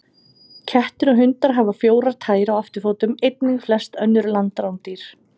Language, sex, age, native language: Icelandic, female, 30-39, Icelandic